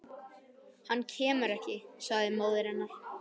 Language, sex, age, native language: Icelandic, male, 12, Icelandic